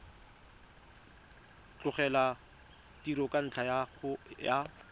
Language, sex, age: Tswana, male, 25